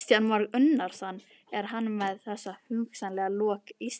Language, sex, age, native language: Icelandic, female, 40-49, Icelandic